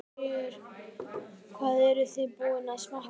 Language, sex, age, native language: Icelandic, male, 12, Icelandic